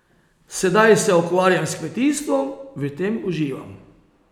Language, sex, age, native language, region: Slovenian, male, 30-49, Slovenian, Posavska region